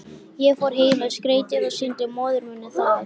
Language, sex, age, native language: Icelandic, female, 13, Icelandic